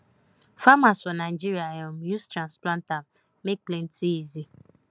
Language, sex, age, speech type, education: Nigerian Pidgin, female, 15-29, spontaneous, tertiary